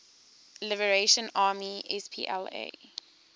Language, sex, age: English, female, 19